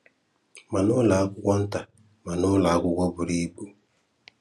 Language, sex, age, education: Igbo, male, 15-29, tertiary